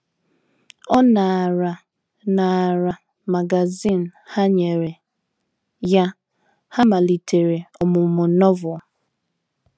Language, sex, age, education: Igbo, female, 15-29, tertiary